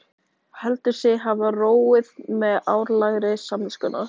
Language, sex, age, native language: Icelandic, female, 18-19, Icelandic